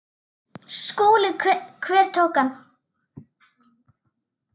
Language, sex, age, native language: Icelandic, female, 8, Icelandic